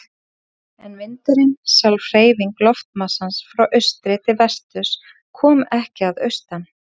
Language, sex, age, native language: Icelandic, female, 30-39, Icelandic